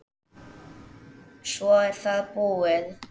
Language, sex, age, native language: Icelandic, male, 10, Icelandic